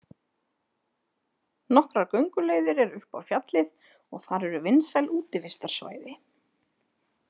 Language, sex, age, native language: Icelandic, female, 30-39, Icelandic